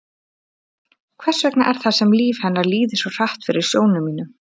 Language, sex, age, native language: Icelandic, female, 30-39, Icelandic